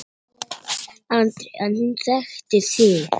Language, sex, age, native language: Icelandic, male, 8, Icelandic